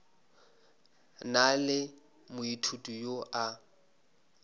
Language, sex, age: Northern Sotho, male, 26